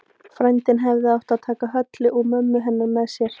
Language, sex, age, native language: Icelandic, female, 18-19, Icelandic